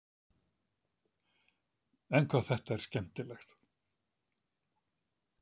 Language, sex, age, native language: Icelandic, male, 70-79, Icelandic